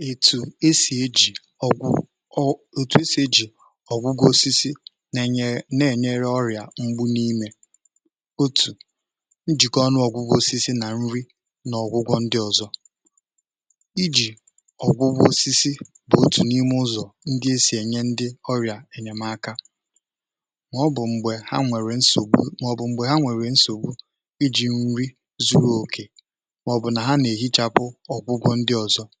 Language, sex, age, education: Igbo, male, 15-29, tertiary